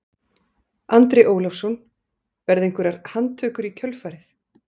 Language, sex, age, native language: Icelandic, female, 40-49, Icelandic